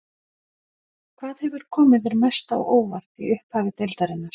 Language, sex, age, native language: Icelandic, female, 50-59, Icelandic